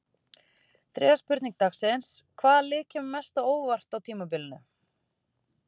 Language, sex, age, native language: Icelandic, female, 30-39, Icelandic